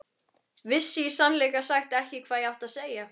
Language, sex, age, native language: Icelandic, female, 13, Icelandic